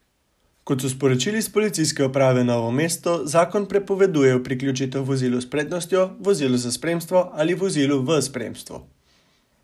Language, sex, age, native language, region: Slovenian, male, 18-29, Slovenian, Savinja region